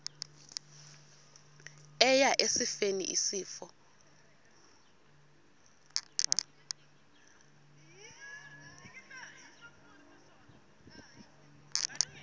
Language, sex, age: Xhosa, female, 32